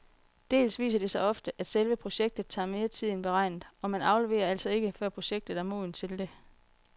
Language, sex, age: Danish, female, 40